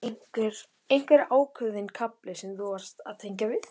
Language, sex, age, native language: Icelandic, male, 12, Icelandic